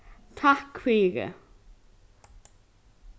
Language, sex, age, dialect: Faroese, female, 15-35, Norðurstreymoy/Eysturoy